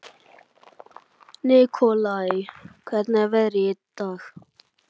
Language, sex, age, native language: Icelandic, male, 11, Icelandic